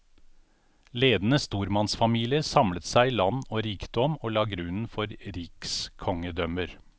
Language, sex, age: Norwegian, male, 49